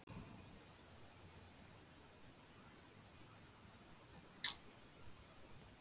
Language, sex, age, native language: Icelandic, female, 60-69, Icelandic